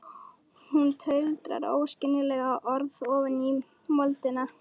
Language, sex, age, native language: Icelandic, female, 11, Icelandic